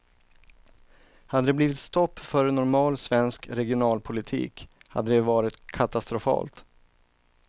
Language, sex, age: Swedish, male, 39